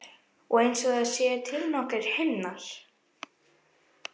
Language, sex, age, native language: Icelandic, female, 11, Icelandic